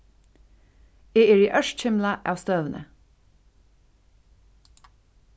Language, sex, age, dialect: Faroese, female, 36-60, Suðurstreymoy